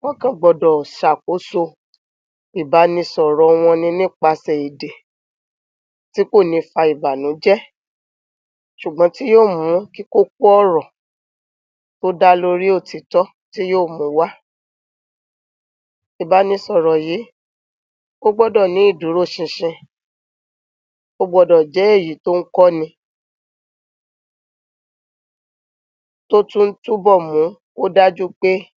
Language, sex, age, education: Yoruba, female, 30-45, tertiary